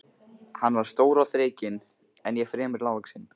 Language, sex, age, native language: Icelandic, male, 15, Icelandic